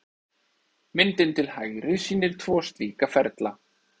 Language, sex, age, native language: Icelandic, male, 30-39, Icelandic